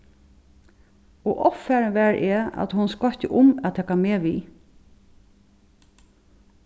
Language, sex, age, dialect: Faroese, female, 36-60, Suðurstreymoy